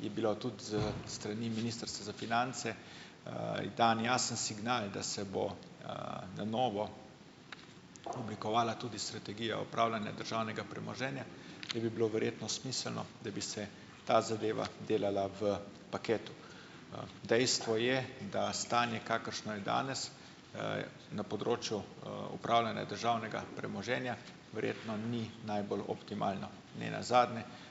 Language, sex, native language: Slovenian, male, Slovenian